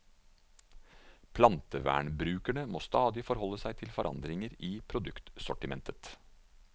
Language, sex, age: Norwegian, male, 49